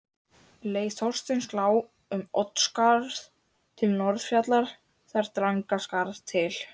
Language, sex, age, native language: Icelandic, female, 12, Icelandic